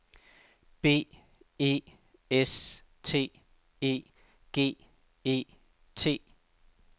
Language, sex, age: Danish, male, 69